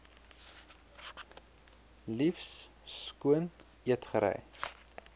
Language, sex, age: Afrikaans, male, 23